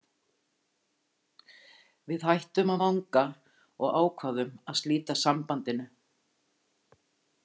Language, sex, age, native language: Icelandic, female, 50-59, Icelandic